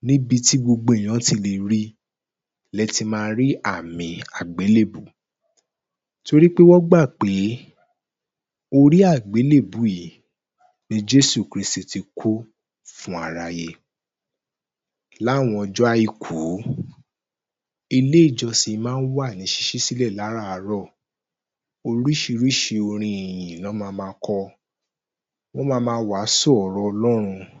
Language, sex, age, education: Yoruba, male, 15-29, tertiary